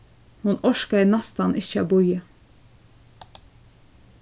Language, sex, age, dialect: Faroese, female, 15-35, Suðurstreymoy